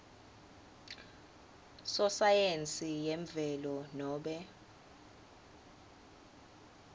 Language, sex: Swati, female